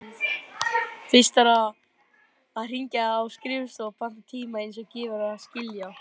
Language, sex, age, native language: Icelandic, male, 20-29, Icelandic